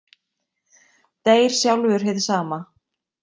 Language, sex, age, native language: Icelandic, female, 20-29, Icelandic